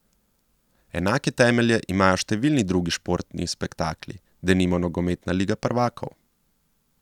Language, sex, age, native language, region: Slovenian, male, 30-49, Slovenian, Central Slovenia